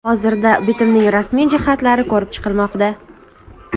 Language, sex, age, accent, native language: Uzbek, female, 25-34, Andijon, Uzbek